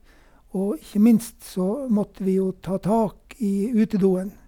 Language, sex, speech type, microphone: Norwegian, male, spontaneous, Sennheiser